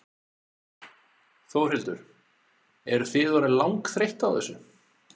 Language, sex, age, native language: Icelandic, male, 40-49, Icelandic